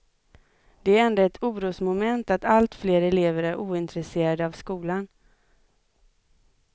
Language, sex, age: Swedish, female, 25